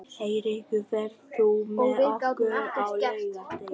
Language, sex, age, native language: Icelandic, male, 11, Vietnamese